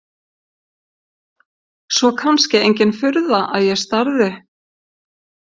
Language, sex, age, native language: Icelandic, female, 50-59, Icelandic